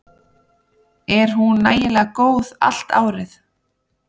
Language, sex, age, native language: Icelandic, female, 30-39, Icelandic